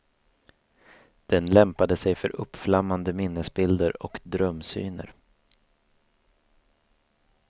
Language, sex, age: Swedish, male, 24